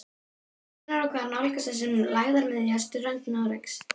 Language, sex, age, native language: Icelandic, female, 12, Icelandic